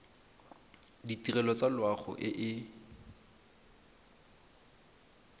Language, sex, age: Tswana, male, 23